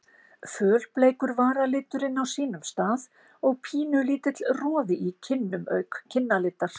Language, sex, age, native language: Icelandic, female, 50-59, Icelandic